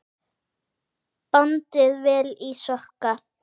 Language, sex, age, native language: Icelandic, female, 9, Icelandic